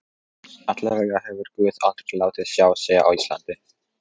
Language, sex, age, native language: Icelandic, male, 14, Polish